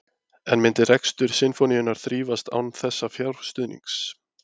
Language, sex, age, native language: Icelandic, male, 20-29, Icelandic